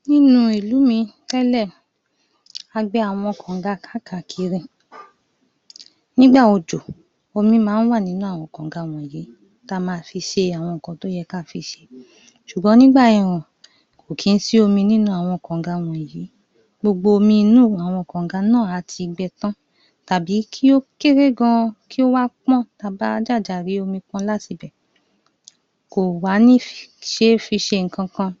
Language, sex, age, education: Yoruba, female, 30-45, tertiary